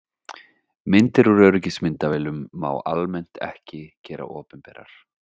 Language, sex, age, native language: Icelandic, male, 30-39, Icelandic